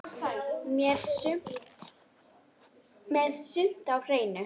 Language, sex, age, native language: Icelandic, female, 9, Icelandic